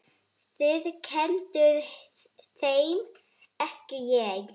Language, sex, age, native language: Icelandic, female, 9, Icelandic